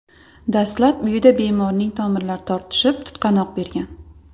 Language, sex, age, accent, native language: Uzbek, female, 25-34, Andijon, Uzbek